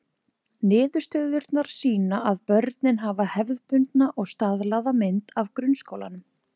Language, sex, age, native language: Icelandic, female, 20-29, Icelandic